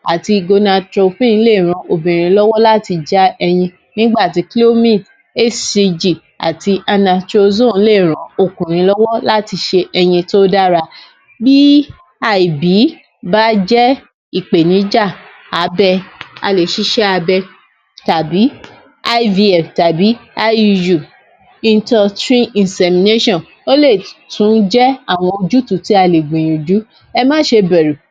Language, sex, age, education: Yoruba, female, 30-45, tertiary